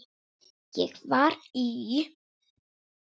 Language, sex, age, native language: Icelandic, female, 9, Icelandic